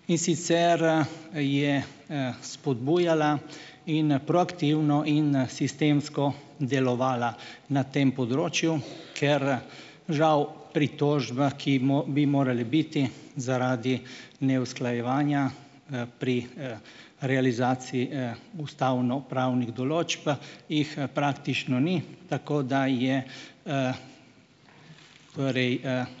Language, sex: Slovenian, male